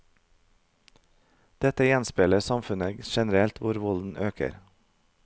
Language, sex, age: Norwegian, male, 32